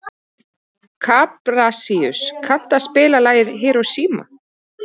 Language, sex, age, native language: Icelandic, female, 30-39, Icelandic